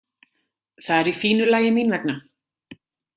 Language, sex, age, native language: Icelandic, female, 30-39, Icelandic